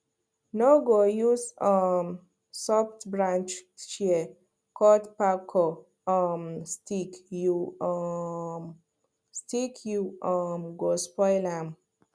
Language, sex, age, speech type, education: Nigerian Pidgin, female, 15-29, spontaneous, tertiary